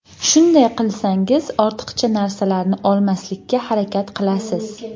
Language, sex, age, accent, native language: Uzbek, female, 19-29, Andijon, Uzbek